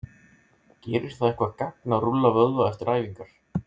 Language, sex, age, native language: Icelandic, male, 30-39, Icelandic